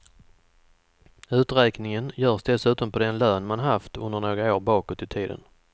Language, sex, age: Swedish, male, 44